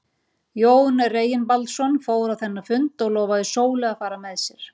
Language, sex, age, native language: Icelandic, female, 40-49, Icelandic